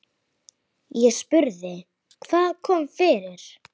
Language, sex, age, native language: Icelandic, female, 8, Icelandic